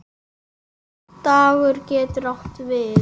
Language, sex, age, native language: Icelandic, male, 8, Icelandic